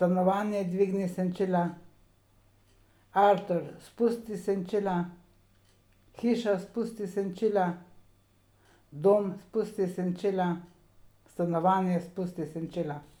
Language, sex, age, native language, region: Slovenian, female, 60+, Slovenian, Savinja region